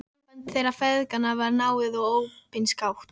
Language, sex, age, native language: Icelandic, female, 13, Icelandic